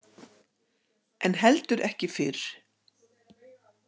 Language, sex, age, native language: Icelandic, female, 60-69, Icelandic